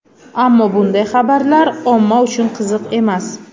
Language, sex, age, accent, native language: Uzbek, female, 25-34, Samarqand, Uzbek